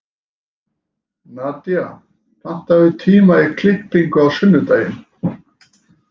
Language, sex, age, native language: Icelandic, male, 40-49, Icelandic